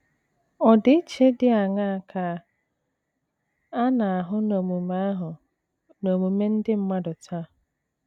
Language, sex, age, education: Igbo, female, 30-45, tertiary